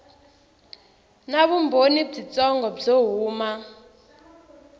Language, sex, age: Tsonga, female, 18